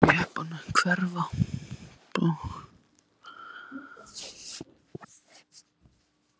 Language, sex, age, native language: Icelandic, male, 15, Icelandic